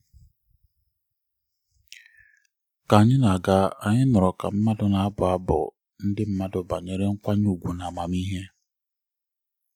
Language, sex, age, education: Igbo, male, 30-45, tertiary